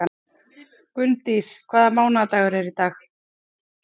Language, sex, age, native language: Icelandic, female, 40-49, Icelandic